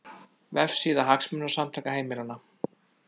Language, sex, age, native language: Icelandic, male, 30-39, Icelandic